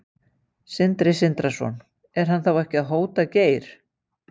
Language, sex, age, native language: Icelandic, female, 50-59, Icelandic